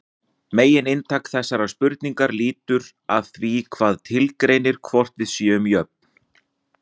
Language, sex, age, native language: Icelandic, male, 40-49, Icelandic